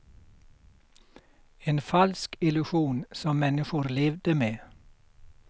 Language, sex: Swedish, male